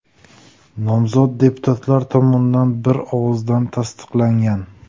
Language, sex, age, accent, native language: Uzbek, male, 18-24, Buxoro, Uzbek